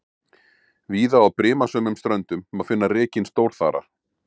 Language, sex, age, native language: Icelandic, male, 40-49, Icelandic